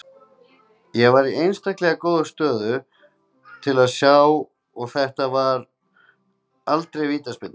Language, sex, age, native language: Icelandic, male, 20-29, Icelandic